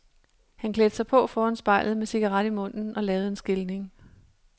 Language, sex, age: Danish, female, 37